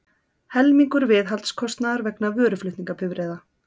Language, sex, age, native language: Icelandic, female, 30-39, Icelandic